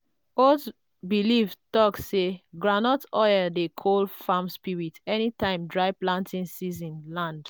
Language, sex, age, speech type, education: Nigerian Pidgin, female, 30-45, spontaneous, tertiary